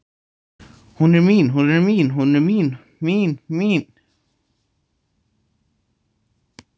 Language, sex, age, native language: Icelandic, male, 18-19, Icelandic